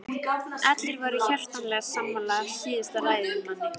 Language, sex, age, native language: Icelandic, female, 11, Icelandic